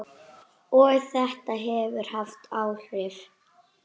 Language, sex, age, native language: Icelandic, female, 8, Icelandic